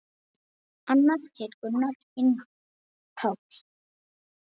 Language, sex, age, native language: Icelandic, female, 8, Icelandic